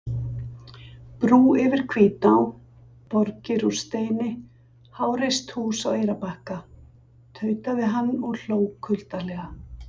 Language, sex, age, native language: Icelandic, female, 60-69, Icelandic